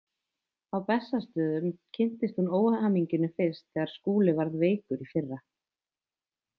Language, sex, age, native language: Icelandic, female, 20-29, Icelandic